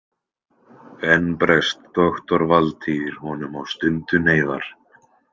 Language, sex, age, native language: Icelandic, male, 20-29, Icelandic